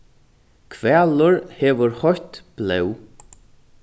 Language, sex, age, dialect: Faroese, male, 36-60, Norðurstreymoy/Eysturoy